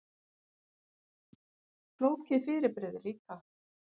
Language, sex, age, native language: Icelandic, female, 50-59, Icelandic